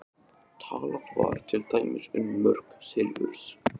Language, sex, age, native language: Icelandic, male, 20-29, Icelandic